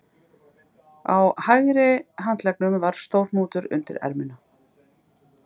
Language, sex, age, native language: Icelandic, female, 50-59, Icelandic